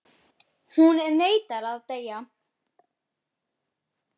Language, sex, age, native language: Icelandic, female, 10, Icelandic